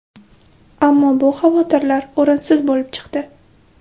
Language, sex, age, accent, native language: Uzbek, female, 18-24, Buxoro, Uzbek